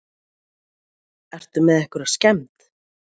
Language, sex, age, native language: Icelandic, female, 40-49, Icelandic